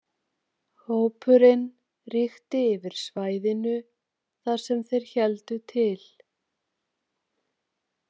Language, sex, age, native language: Icelandic, female, 30-39, Icelandic